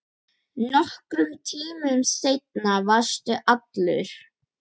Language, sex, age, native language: Icelandic, female, 10, Icelandic